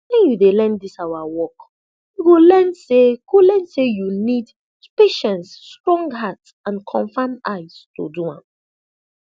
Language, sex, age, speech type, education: Nigerian Pidgin, female, 30-45, spontaneous, tertiary